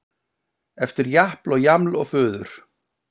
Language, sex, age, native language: Icelandic, male, 50-59, Icelandic